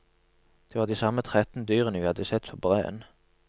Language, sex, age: Norwegian, male, 27